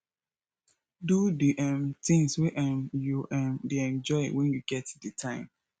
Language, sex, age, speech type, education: Nigerian Pidgin, female, 15-29, spontaneous, tertiary